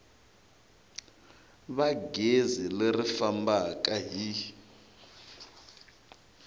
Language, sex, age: Tsonga, male, 22